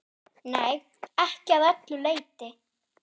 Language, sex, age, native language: Icelandic, female, 10, German